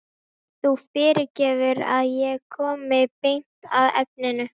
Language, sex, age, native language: Icelandic, female, 12, Icelandic